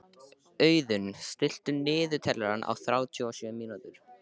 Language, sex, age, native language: Icelandic, male, 13, Icelandic